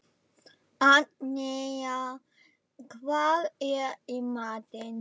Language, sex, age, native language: Icelandic, female, 11, German